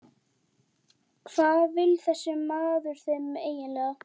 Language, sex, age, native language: Icelandic, male, 12, Icelandic